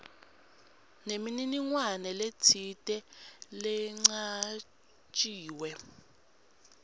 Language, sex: Swati, female